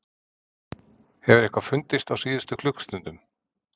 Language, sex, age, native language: Icelandic, male, 40-49, Icelandic